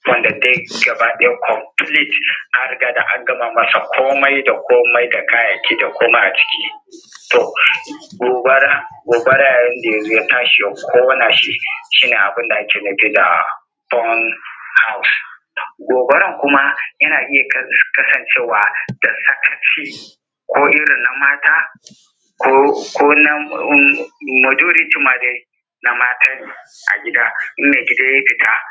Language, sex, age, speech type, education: Hausa, male, 30-45, spontaneous, primary